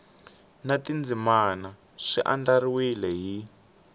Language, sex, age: Tsonga, male, 18